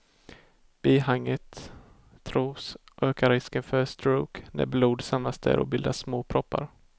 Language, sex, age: Swedish, male, 18